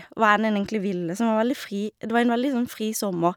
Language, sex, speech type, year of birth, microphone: Norwegian, female, spontaneous, 1991, Shure